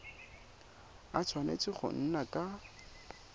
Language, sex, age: Tswana, male, 22